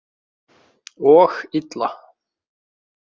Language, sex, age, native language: Icelandic, male, 20-29, Icelandic